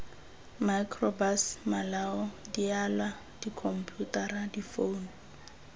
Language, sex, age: Tswana, female, 20